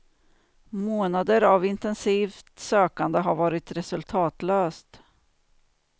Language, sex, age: Swedish, female, 49